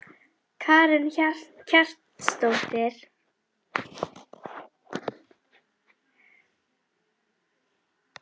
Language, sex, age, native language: Icelandic, female, 11, Icelandic